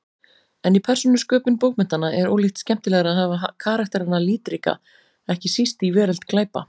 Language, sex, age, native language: Icelandic, female, 40-49, Icelandic